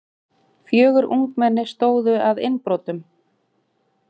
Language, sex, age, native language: Icelandic, female, 40-49, Icelandic